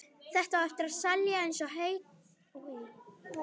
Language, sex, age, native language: Icelandic, female, 11, Icelandic